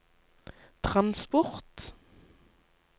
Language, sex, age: Norwegian, female, 19